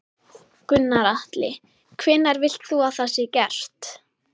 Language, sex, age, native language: Icelandic, female, 11, Icelandic